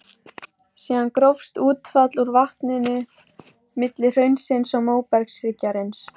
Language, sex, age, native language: Icelandic, female, 14, Icelandic